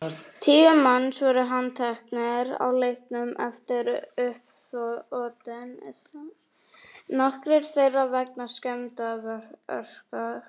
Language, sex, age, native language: Icelandic, female, 40-49, Icelandic